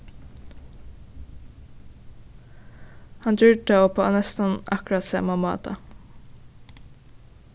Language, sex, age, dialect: Faroese, female, 15-35, Suðuroy